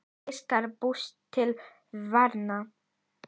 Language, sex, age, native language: Icelandic, female, 10, Icelandic